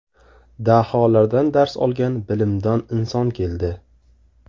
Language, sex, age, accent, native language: Uzbek, male, 18-24, Samarqand, Uzbek